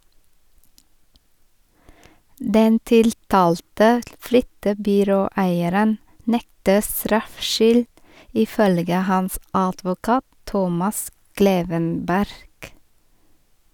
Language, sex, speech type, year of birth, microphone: Norwegian, female, read, 1973, Sennheiser